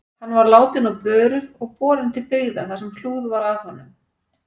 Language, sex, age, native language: Icelandic, female, 40-49, Icelandic